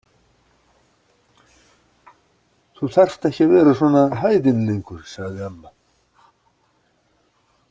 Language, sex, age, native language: Icelandic, male, 60-69, Icelandic